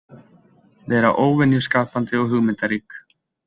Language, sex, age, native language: Icelandic, male, 20-29, Icelandic